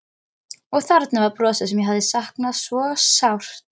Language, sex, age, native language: Icelandic, female, 13, Icelandic